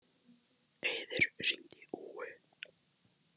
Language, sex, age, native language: Icelandic, female, 14, Icelandic